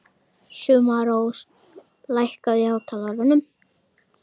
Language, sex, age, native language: Icelandic, female, 30-39, Icelandic